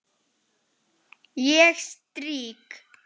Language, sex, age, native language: Icelandic, female, 10, Icelandic